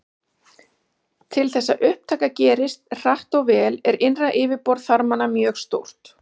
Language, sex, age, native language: Icelandic, female, 40-49, Icelandic